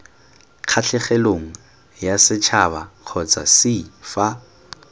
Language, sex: Tswana, male